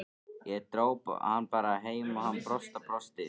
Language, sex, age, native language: Icelandic, male, 13, Icelandic